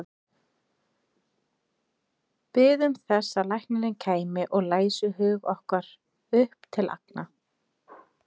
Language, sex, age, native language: Icelandic, female, 30-39, Icelandic